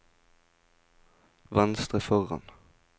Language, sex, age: Norwegian, male, 20